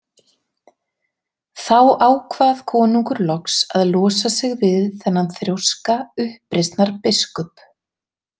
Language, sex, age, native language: Icelandic, female, 30-39, Icelandic